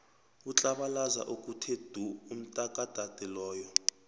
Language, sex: South Ndebele, male